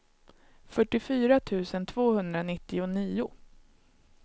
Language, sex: Swedish, male